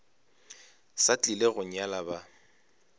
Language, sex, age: Northern Sotho, male, 25